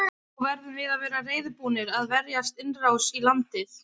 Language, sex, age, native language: Icelandic, female, 20-29, Icelandic